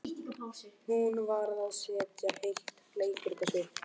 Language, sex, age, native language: Icelandic, male, 12, Icelandic